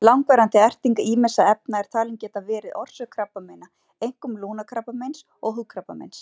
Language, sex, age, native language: Icelandic, female, 40-49, Icelandic